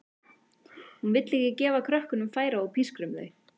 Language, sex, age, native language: Icelandic, female, 18-19, Icelandic